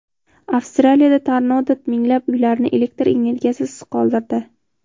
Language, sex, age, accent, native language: Uzbek, female, 18-24, Toshkent shahri, Uzbek